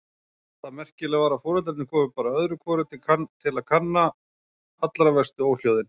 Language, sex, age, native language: Icelandic, male, 40-49, Icelandic